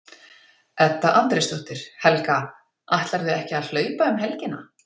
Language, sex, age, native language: Icelandic, female, 50-59, Icelandic